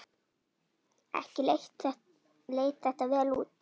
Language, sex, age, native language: Icelandic, female, 9, Icelandic